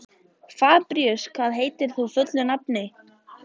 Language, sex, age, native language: Icelandic, female, 14, Icelandic